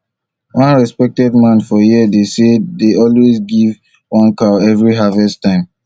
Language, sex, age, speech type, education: Nigerian Pidgin, male, 30-45, spontaneous, tertiary